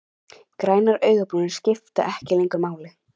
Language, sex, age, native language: Icelandic, female, 11, Icelandic